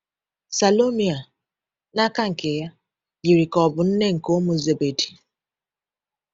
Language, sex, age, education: Igbo, female, 15-29, tertiary